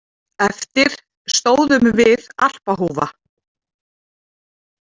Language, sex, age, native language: Icelandic, female, 40-49, Icelandic